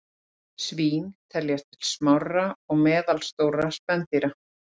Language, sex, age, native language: Icelandic, female, 40-49, Icelandic